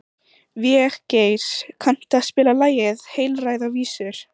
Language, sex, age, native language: Icelandic, female, 14, Icelandic